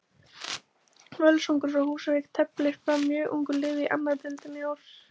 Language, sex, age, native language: Icelandic, female, 20-29, Icelandic